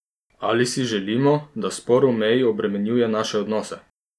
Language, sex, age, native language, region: Slovenian, male, 30-49, Slovenian, Posavska region